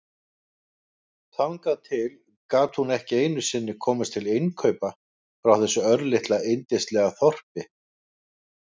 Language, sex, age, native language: Icelandic, male, 50-59, Icelandic